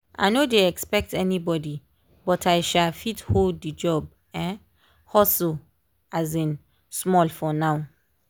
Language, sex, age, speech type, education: Nigerian Pidgin, female, 15-29, spontaneous, tertiary